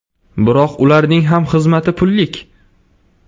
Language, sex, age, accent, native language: Uzbek, male, 18-24, Surxondaryo, Uzbek